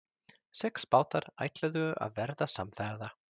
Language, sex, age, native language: Icelandic, male, 30-39, Swedish